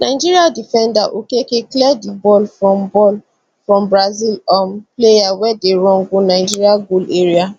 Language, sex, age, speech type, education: Nigerian Pidgin, female, 15-29, spontaneous, tertiary